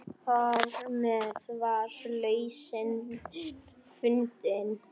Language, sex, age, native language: Icelandic, male, 10, Icelandic